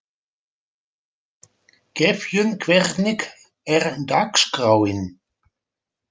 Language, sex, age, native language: Icelandic, male, 40-49, Dutch